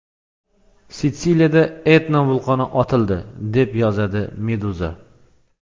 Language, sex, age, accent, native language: Uzbek, male, 35+, Xorazm, Uzbek